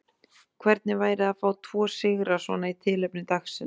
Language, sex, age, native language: Icelandic, female, 30-39, Icelandic